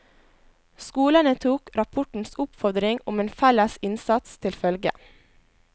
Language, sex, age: Norwegian, female, 21